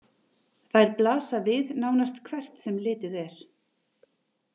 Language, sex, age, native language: Icelandic, female, 30-39, Icelandic